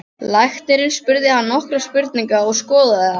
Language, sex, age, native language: Icelandic, other, 12, Icelandic